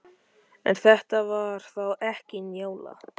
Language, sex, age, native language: Icelandic, male, 13, Icelandic